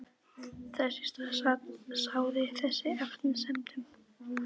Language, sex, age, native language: Icelandic, female, 12, Icelandic